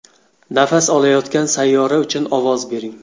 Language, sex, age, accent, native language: Uzbek, male, 25-34, Xorazm, Uzbek